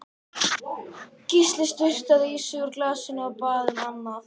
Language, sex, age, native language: Icelandic, female, 14, Icelandic